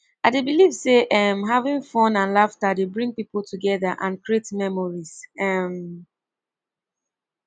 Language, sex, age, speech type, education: Nigerian Pidgin, female, 15-29, spontaneous, tertiary